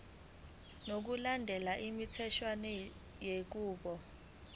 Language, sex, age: Zulu, female, 19